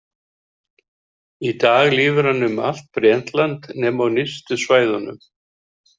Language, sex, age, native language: Icelandic, male, 70-79, Icelandic